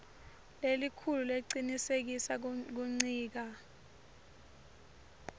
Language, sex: Swati, female